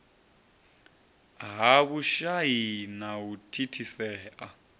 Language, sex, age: Venda, male, 30